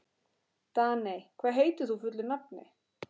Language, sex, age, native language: Icelandic, female, 13, Icelandic